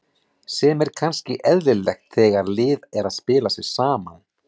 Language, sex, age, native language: Icelandic, male, 40-49, Icelandic